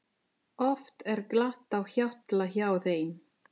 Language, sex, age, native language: Icelandic, female, 40-49, Italian